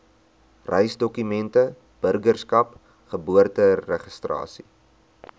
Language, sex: Afrikaans, male